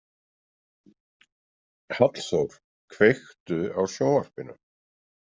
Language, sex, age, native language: Icelandic, male, 50-59, Icelandic